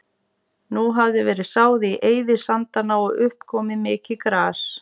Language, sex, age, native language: Icelandic, female, 40-49, Icelandic